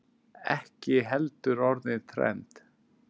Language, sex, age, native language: Icelandic, male, 10, Icelandic